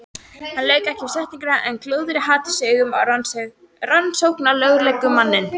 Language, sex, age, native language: Icelandic, female, 13, Icelandic